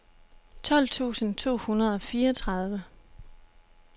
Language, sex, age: Danish, female, 26